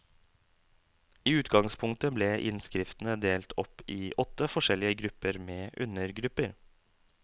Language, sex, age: Norwegian, male, 27